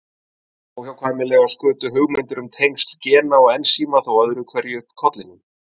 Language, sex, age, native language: Icelandic, male, 30-39, Icelandic